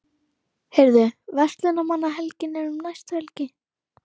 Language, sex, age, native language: Icelandic, female, 11, Icelandic